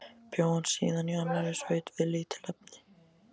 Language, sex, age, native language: Icelandic, male, 14, Icelandic